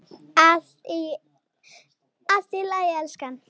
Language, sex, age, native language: Icelandic, female, 8, Icelandic